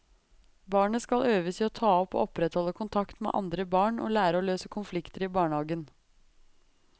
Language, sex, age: Norwegian, female, 23